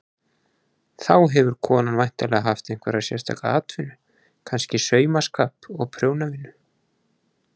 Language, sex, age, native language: Icelandic, male, 20-29, Icelandic